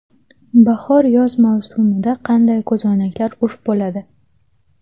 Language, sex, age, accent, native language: Uzbek, female, 18-24, Toshkent shahri, Uzbek